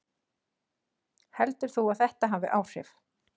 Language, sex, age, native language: Icelandic, female, 40-49, Icelandic